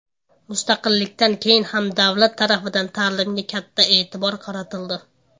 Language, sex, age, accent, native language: Uzbek, male, under 19, Andijon, Uzbek